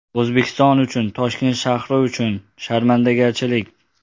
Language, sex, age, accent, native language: Uzbek, male, 18-24, Xorazm, Uzbek